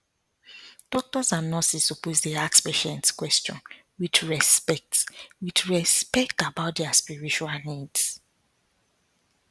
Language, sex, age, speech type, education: Nigerian Pidgin, female, 15-29, spontaneous, tertiary